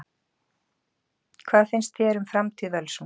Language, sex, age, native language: Icelandic, female, 40-49, Icelandic